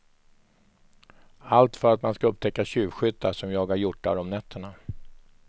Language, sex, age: Swedish, male, 44